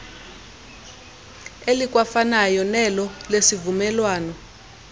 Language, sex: Xhosa, female